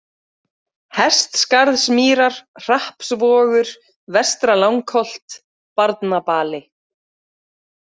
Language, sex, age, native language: Icelandic, female, 40-49, Icelandic